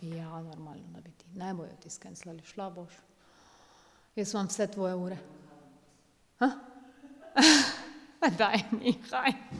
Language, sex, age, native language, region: Slovenian, female, 30-49, Slovenian, Drava region